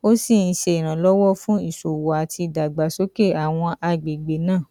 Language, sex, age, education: Yoruba, female, 30-45, tertiary